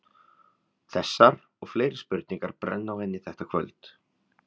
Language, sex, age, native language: Icelandic, male, 30-39, Icelandic